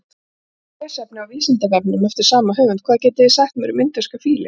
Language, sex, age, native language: Icelandic, female, 40-49, Icelandic